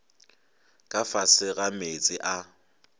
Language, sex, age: Northern Sotho, male, 23